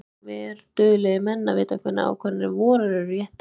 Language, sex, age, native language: Icelandic, female, 20-29, Icelandic